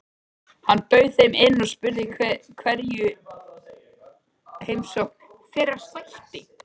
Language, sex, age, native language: Icelandic, male, 13, Icelandic